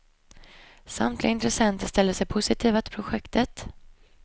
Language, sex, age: Swedish, female, 25